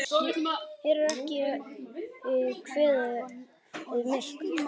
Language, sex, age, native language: Icelandic, male, 10, Icelandic